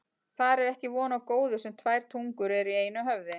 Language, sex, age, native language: Icelandic, female, 40-49, Icelandic